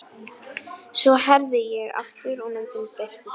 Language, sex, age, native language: Icelandic, female, 11, Icelandic